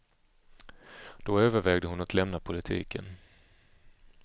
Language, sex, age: Swedish, male, 35